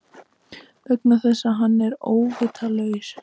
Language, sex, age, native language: Icelandic, female, 13, Icelandic